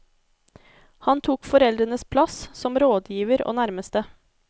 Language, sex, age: Norwegian, female, 24